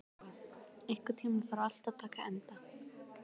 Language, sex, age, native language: Icelandic, female, 12, Icelandic